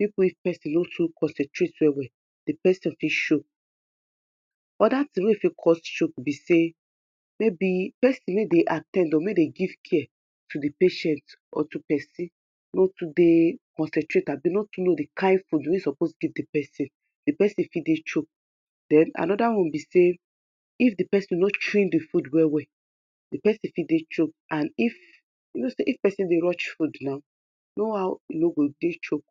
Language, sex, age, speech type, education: Nigerian Pidgin, female, 30-45, spontaneous, tertiary